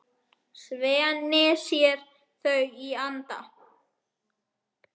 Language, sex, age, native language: Icelandic, male, 10, Icelandic